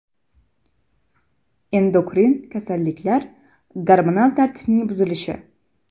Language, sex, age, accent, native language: Uzbek, female, 12-17, Jizzax, Uzbek